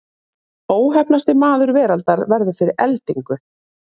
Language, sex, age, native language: Icelandic, female, 30-39, Icelandic